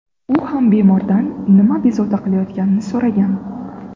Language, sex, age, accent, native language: Uzbek, female, 18-24, Navoiy, Uzbek